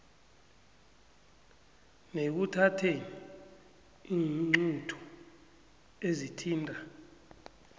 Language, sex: South Ndebele, male